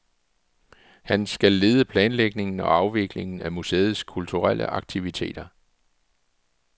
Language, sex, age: Danish, male, 44